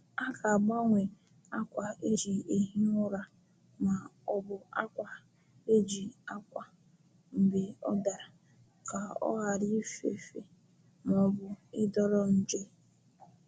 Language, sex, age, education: Igbo, female, 15-29, tertiary